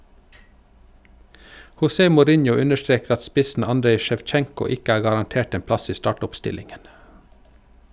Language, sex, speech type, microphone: Norwegian, male, read, Shure